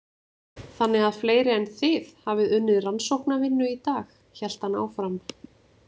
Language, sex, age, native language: Icelandic, female, 20-29, Icelandic